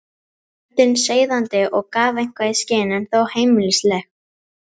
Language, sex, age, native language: Icelandic, female, 11, Icelandic